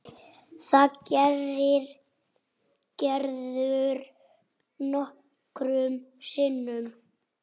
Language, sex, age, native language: Icelandic, male, 7, Icelandic